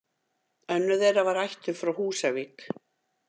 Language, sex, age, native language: Icelandic, female, 50-59, Icelandic